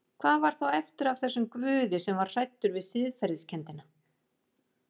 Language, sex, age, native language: Icelandic, female, 40-49, Icelandic